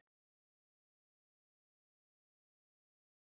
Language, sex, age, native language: Icelandic, male, 30-39, Icelandic